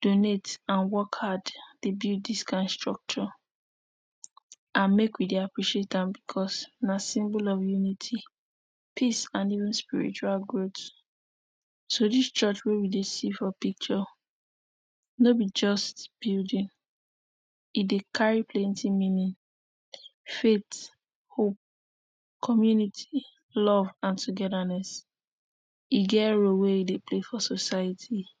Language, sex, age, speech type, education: Nigerian Pidgin, female, 15-29, spontaneous, tertiary